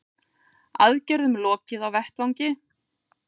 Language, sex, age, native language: Icelandic, female, 40-49, Icelandic